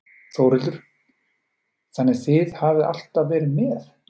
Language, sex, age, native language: Icelandic, male, 40-49, Icelandic